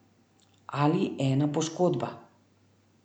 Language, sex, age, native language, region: Slovenian, female, 30-49, Slovenian, Central Slovenia